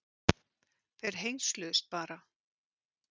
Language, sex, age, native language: Icelandic, female, 50-59, Icelandic